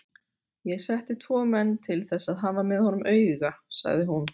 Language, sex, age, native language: Icelandic, female, 40-49, Icelandic